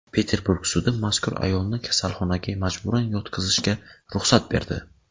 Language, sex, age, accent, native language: Uzbek, male, 18-24, Navoiy, Uzbek